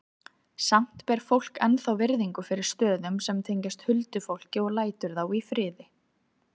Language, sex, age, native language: Icelandic, female, 30-39, Icelandic